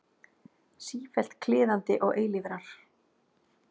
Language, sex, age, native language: Icelandic, female, 40-49, Icelandic